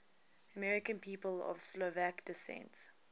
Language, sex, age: English, female, 20